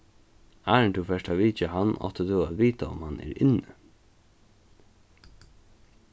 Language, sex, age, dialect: Faroese, male, 15-35, Norðuroyggjar